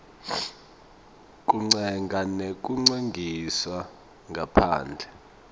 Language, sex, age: Swati, male, 24